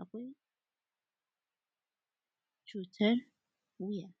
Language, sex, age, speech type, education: Hausa, female, 30-45, spontaneous, tertiary